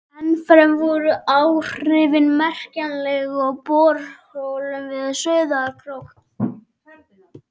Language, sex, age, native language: Icelandic, male, 12, Icelandic